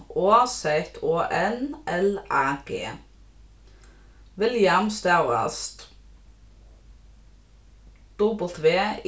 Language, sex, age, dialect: Faroese, female, 15-35, Norðurstreymoy/Eysturoy